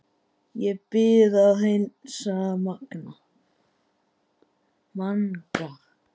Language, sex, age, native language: Icelandic, male, 10, Icelandic